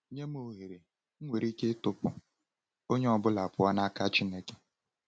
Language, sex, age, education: Igbo, male, 15-29, tertiary